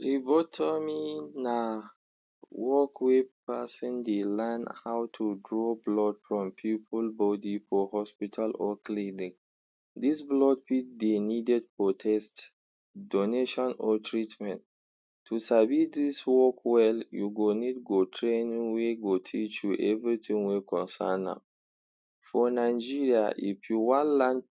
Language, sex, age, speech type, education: Nigerian Pidgin, male, 46-60, spontaneous, tertiary